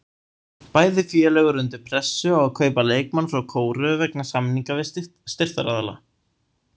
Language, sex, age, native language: Icelandic, male, 18-19, Icelandic